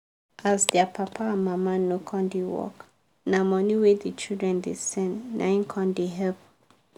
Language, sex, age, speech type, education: Nigerian Pidgin, female, 15-29, spontaneous, tertiary